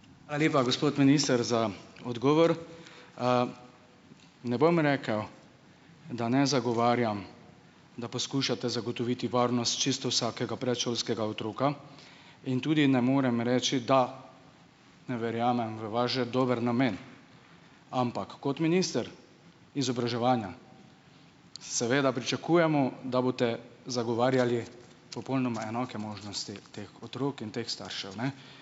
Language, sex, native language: Slovenian, male, Slovenian